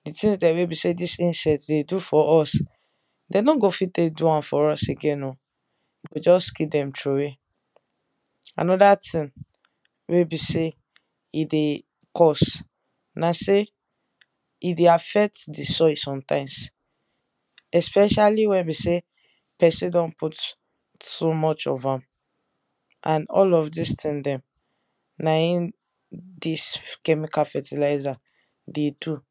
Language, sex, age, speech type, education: Nigerian Pidgin, female, 15-29, spontaneous, tertiary